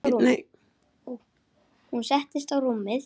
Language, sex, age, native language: Icelandic, female, 8, Icelandic